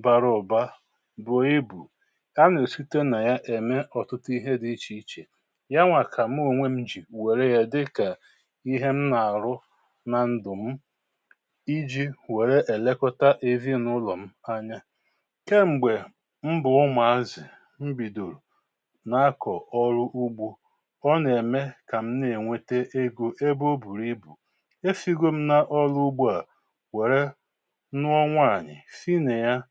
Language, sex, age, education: Igbo, male, 46-60, tertiary